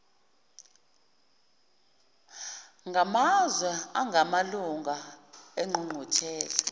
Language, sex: Zulu, female